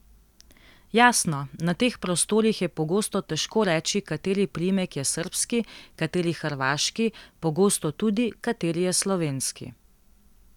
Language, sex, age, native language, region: Slovenian, female, 18-29, Slovenian, Central Slovenia